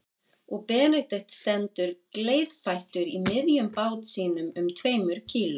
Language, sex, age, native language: Icelandic, female, 50-59, Icelandic